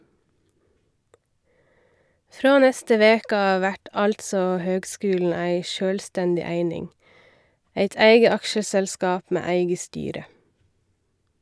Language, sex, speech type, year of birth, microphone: Norwegian, female, read, 1990, Shure